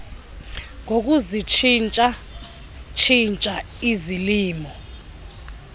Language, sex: Xhosa, female